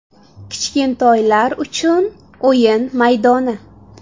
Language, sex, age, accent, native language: Uzbek, female, 18-24, Samarqand, Uzbek